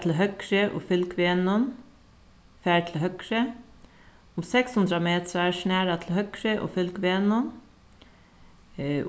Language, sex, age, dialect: Faroese, female, 36-60, Suðuroy